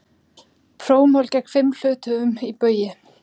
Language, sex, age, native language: Icelandic, female, 30-39, Icelandic